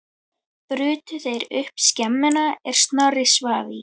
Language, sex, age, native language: Icelandic, female, 11, Icelandic